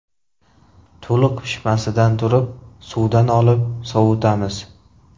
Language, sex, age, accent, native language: Uzbek, male, 18-24, Qashqadaryo, Uzbek